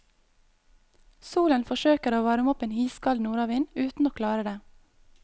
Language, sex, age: Norwegian, female, 22